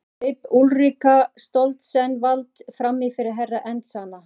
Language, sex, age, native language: Icelandic, female, 40-49, Icelandic